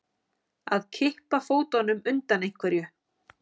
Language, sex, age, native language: Icelandic, female, 40-49, Icelandic